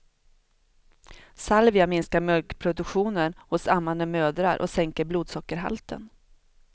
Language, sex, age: Swedish, female, 42